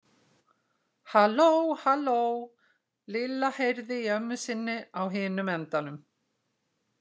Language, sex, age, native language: Icelandic, female, 60-69, Icelandic